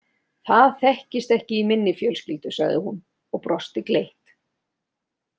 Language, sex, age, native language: Icelandic, female, 30-39, Icelandic